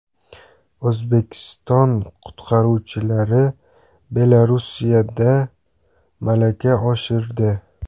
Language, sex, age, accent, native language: Uzbek, male, 18-24, Namangan, Uzbek